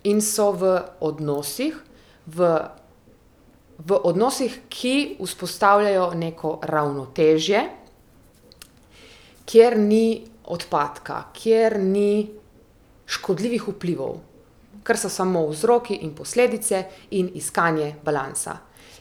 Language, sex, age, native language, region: Slovenian, female, 30-49, Slovenian, Primorsko-notranjska region